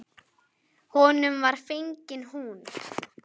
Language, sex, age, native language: Icelandic, female, 10, Icelandic